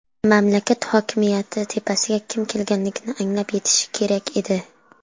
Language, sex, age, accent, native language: Uzbek, female, under 19, Sirdaryo, Uzbek